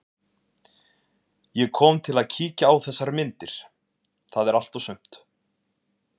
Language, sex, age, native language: Icelandic, male, 20-29, Icelandic